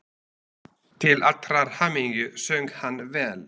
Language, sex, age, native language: Icelandic, male, 40-49, Slovak